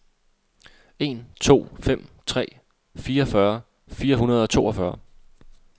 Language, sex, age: Danish, male, 26